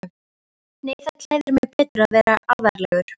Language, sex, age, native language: Icelandic, female, 13, Icelandic